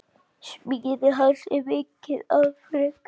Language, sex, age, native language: Icelandic, male, 10, Icelandic